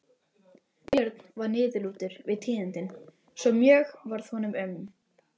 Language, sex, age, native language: Icelandic, female, 12, Icelandic